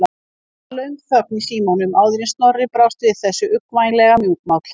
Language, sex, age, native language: Icelandic, female, 50-59, Icelandic